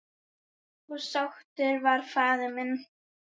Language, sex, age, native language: Icelandic, female, 10, Icelandic